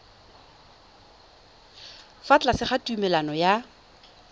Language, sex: Tswana, female